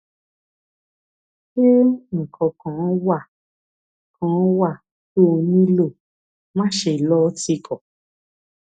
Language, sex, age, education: Yoruba, female, 15-29, tertiary